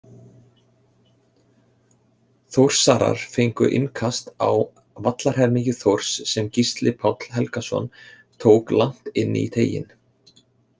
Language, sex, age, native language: Icelandic, male, 30-39, Icelandic